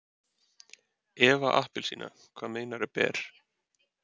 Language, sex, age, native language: Icelandic, male, 30-39, Icelandic